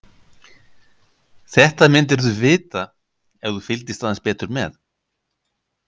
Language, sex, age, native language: Icelandic, male, 50-59, Icelandic